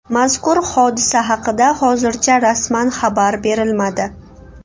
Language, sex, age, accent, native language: Uzbek, female, 18-24, Buxoro, Uzbek